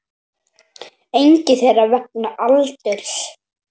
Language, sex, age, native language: Icelandic, male, 7, Icelandic